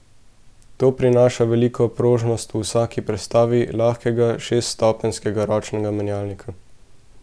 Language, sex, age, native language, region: Slovenian, male, 18-29, Slovenian, Central Slovenia